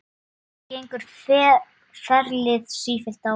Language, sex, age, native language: Icelandic, male, 9, Icelandic